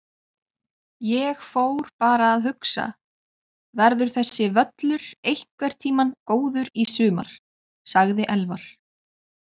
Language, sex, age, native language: Icelandic, female, 20-29, Icelandic